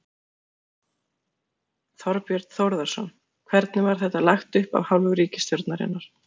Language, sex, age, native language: Icelandic, female, 40-49, Icelandic